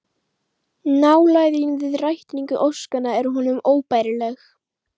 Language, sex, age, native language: Icelandic, female, 11, Icelandic